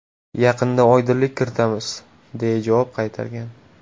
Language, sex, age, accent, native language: Uzbek, male, 18-24, Toshkent shahri, Uzbek